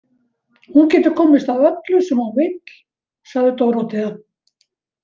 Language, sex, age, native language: Icelandic, female, 70-79, Icelandic